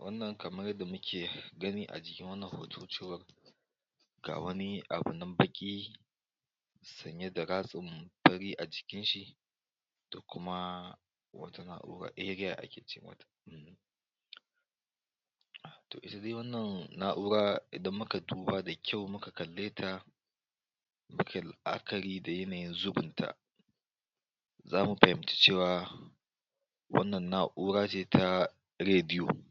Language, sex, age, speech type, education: Hausa, male, 46-60, spontaneous, tertiary